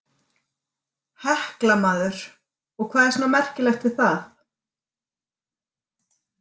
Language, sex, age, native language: Icelandic, female, 40-49, Icelandic